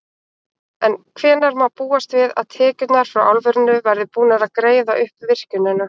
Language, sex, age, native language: Icelandic, female, 18-19, Icelandic